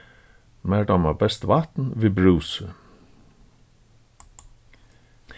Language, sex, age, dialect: Faroese, male, 36-60, Suðurstreymoy